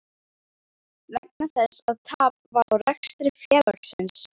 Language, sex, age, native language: Icelandic, female, 12, Icelandic